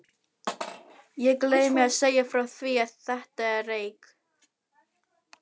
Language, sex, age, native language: Icelandic, female, 18-19, Filipino